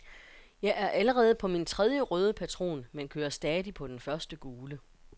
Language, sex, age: Danish, female, 42